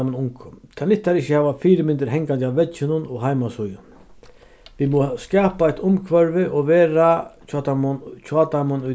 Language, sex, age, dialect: Faroese, male, 36-60, Vágar